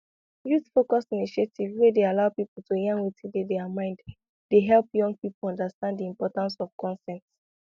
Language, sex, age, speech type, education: Nigerian Pidgin, female, 15-29, spontaneous, tertiary